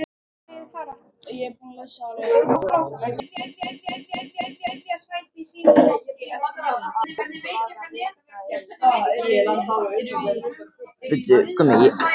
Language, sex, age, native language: Icelandic, male, 13, Icelandic